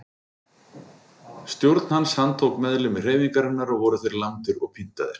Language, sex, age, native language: Icelandic, male, 40-49, Icelandic